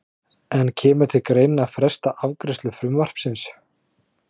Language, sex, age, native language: Icelandic, male, 30-39, Icelandic